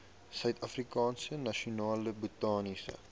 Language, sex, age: Afrikaans, male, 18